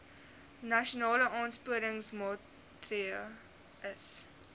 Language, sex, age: Afrikaans, female, 19